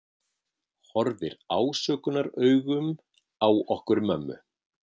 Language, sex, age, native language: Icelandic, male, 50-59, Icelandic